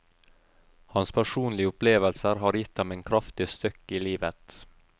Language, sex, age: Norwegian, male, 32